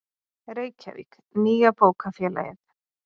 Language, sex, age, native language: Icelandic, female, 30-39, Icelandic